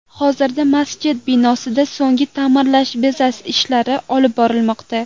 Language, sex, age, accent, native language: Uzbek, female, 12-17, Toshkent shahri, Uzbek